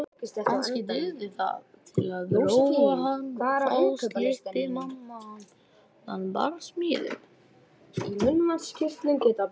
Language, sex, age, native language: Icelandic, female, 18-19, Icelandic